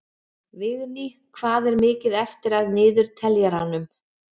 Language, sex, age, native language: Icelandic, female, 40-49, Icelandic